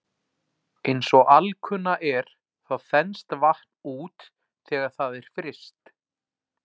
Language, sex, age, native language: Icelandic, male, 40-49, Icelandic